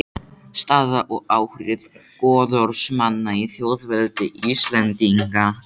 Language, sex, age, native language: Icelandic, male, 18-19, Icelandic